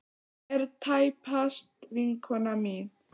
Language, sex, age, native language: Icelandic, female, 9, Icelandic